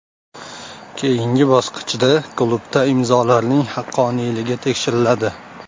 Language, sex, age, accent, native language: Uzbek, male, 18-24, Farg'ona, Uzbek